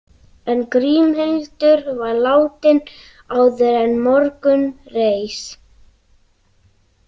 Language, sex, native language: Icelandic, other, Icelandic